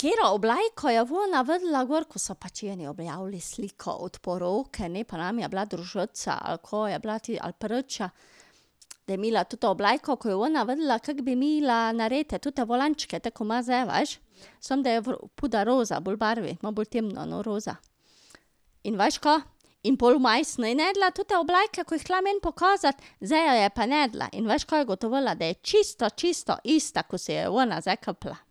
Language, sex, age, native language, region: Slovenian, female, 50-59, Slovenian, Drava region